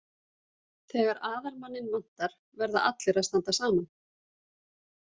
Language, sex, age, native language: Icelandic, female, 40-49, Icelandic